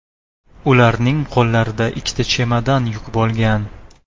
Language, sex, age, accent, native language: Uzbek, male, 19-29, Toshkent shahri, Uzbek